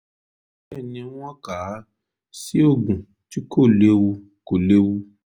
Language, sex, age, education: Yoruba, male, 30-45, tertiary